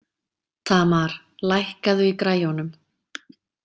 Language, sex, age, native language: Icelandic, female, 30-39, Icelandic